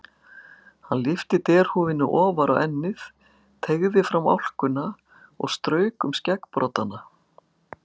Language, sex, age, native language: Icelandic, female, 60-69, Icelandic